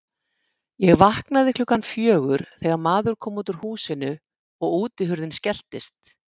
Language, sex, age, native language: Icelandic, female, 50-59, Icelandic